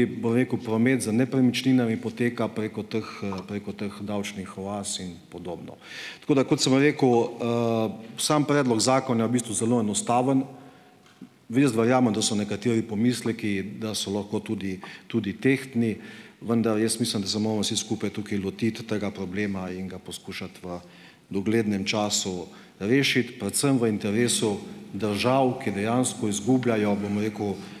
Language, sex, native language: Slovenian, male, Slovenian